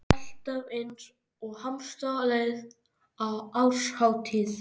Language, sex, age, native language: Icelandic, male, 13, Icelandic